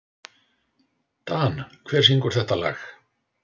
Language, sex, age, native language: Icelandic, male, 60-69, Icelandic